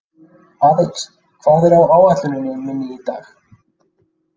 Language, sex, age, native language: Icelandic, male, 30-39, Icelandic